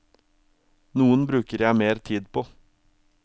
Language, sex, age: Norwegian, male, 22